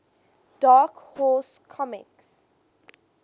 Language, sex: English, female